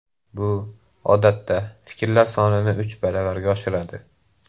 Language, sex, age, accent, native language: Uzbek, male, 18-24, Andijon, Uzbek